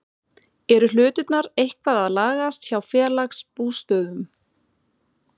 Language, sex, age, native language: Icelandic, female, 40-49, Swedish